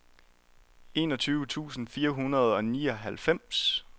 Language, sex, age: Danish, male, 23